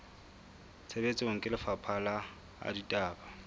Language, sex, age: Southern Sotho, female, 22